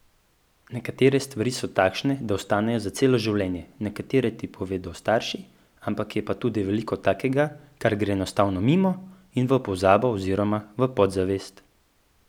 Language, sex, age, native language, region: Slovenian, male, 18-29, Slovenian, Central Slovenia